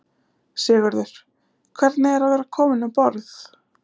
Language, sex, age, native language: Icelandic, female, 20-29, Icelandic